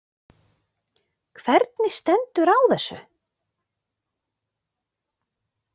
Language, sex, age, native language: Icelandic, female, 40-49, Icelandic